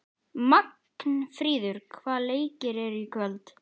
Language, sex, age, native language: Icelandic, male, 11, Icelandic